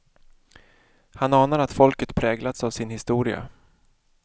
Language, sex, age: Swedish, male, 31